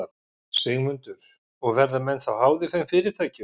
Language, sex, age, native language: Icelandic, male, 50-59, Icelandic